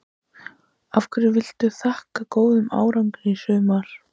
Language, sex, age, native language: Icelandic, female, 14, Icelandic